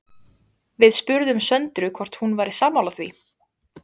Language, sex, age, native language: Icelandic, female, 20-29, Icelandic